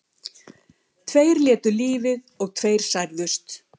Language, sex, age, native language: Icelandic, female, 70-79, Icelandic